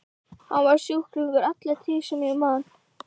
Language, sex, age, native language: Icelandic, female, 12, Icelandic